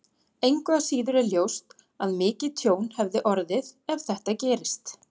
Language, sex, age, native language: Icelandic, female, 40-49, Icelandic